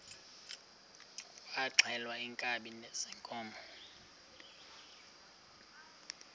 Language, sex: Xhosa, male